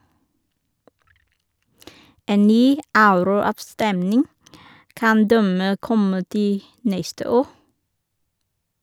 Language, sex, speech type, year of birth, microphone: Norwegian, female, read, 1983, Shure